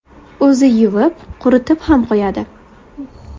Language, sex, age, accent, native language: Uzbek, female, 18-24, Buxoro, Uzbek